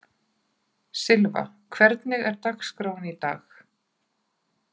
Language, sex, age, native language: Icelandic, female, 40-49, Icelandic